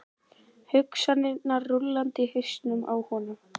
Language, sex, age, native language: Icelandic, female, 13, Icelandic